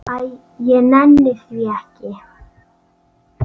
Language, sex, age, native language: Icelandic, female, 9, Icelandic